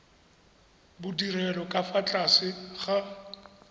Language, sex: Tswana, male